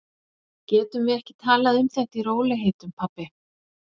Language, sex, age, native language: Icelandic, female, 40-49, Icelandic